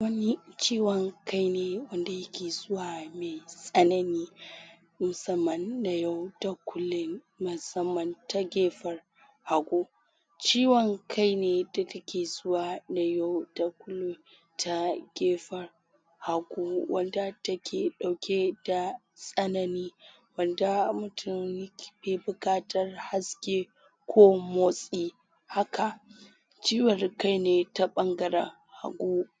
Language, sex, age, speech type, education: Hausa, female, 46-60, spontaneous, tertiary